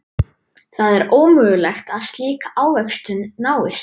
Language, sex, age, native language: Icelandic, female, 40-49, Icelandic